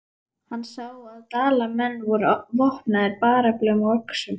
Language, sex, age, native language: Icelandic, female, 11, Icelandic